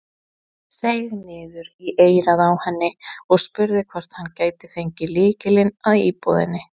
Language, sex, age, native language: Icelandic, female, 20-29, Icelandic